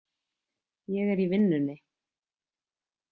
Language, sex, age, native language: Icelandic, female, 20-29, Icelandic